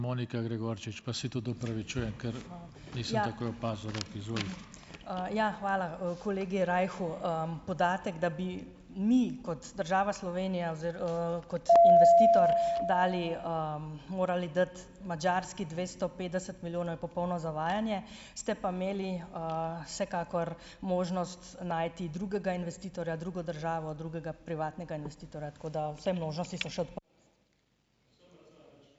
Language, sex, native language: Slovenian, female, Slovenian